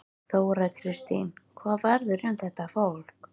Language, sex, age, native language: Icelandic, female, 13, Icelandic